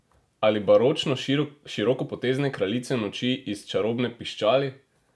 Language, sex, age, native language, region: Slovenian, male, 18-29, Slovenian, Drava region